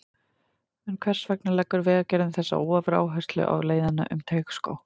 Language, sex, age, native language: Icelandic, female, 30-39, Icelandic